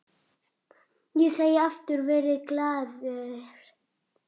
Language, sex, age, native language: Icelandic, male, 6, Icelandic